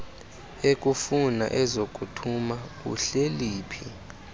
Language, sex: Xhosa, male